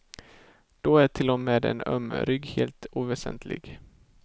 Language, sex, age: Swedish, male, 18